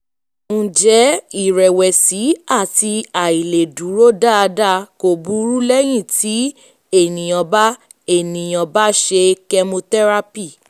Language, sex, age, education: Yoruba, female, 15-29, tertiary